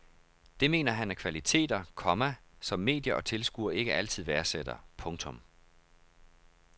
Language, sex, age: Danish, male, 31